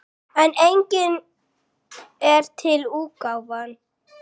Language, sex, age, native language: Icelandic, female, 10, Icelandic